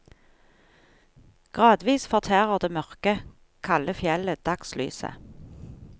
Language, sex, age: Norwegian, female, 43